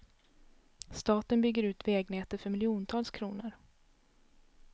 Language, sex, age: Swedish, female, 32